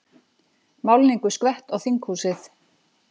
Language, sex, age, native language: Icelandic, female, 40-49, Icelandic